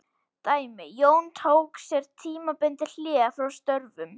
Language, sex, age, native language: Icelandic, female, 18-19, Icelandic